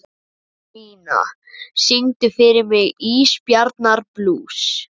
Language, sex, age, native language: Icelandic, male, 11, Icelandic